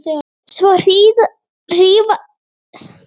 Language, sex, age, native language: Icelandic, female, 18-19, Icelandic